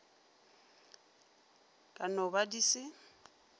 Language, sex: Northern Sotho, female